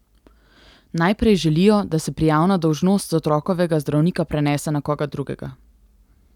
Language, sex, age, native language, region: Slovenian, female, 18-29, Slovenian, Central Slovenia